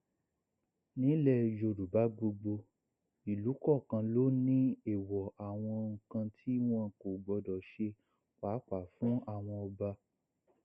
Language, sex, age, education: Yoruba, male, 60+, secondary